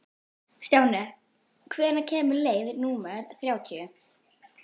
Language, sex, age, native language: Icelandic, female, 12, Icelandic